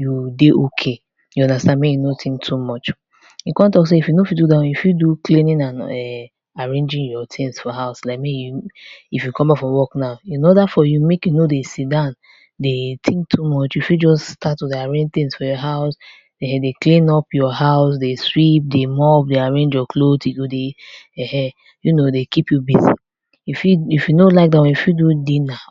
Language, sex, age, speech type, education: Nigerian Pidgin, female, 15-29, spontaneous, tertiary